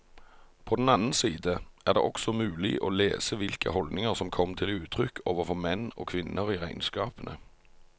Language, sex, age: Norwegian, male, 45